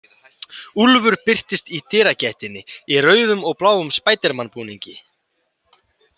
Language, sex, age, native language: Icelandic, male, 18-19, Icelandic